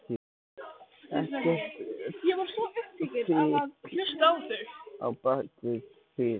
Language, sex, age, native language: Icelandic, male, 14, Icelandic